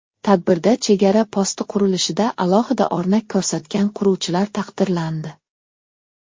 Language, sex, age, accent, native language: Uzbek, male, 19-29, Xorazm, Uzbek